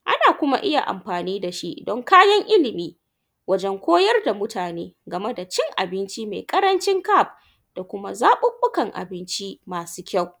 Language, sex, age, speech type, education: Hausa, female, 15-29, spontaneous, tertiary